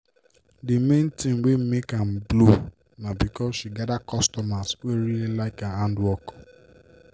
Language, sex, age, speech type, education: Nigerian Pidgin, male, 15-29, spontaneous, tertiary